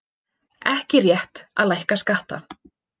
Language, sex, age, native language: Icelandic, female, 20-29, Icelandic